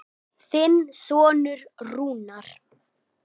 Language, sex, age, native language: Icelandic, male, 9, Icelandic